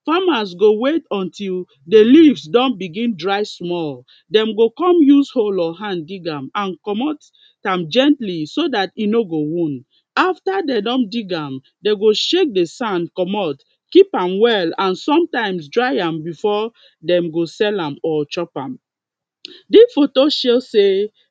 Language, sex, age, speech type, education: Nigerian Pidgin, female, 15-29, spontaneous, secondary